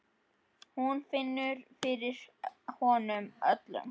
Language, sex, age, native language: Icelandic, male, 10, Icelandic